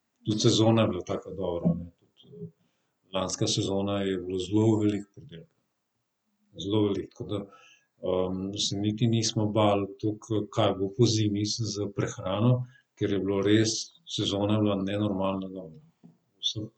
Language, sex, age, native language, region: Slovenian, male, 30-49, Slovenian, Southeast Slovenia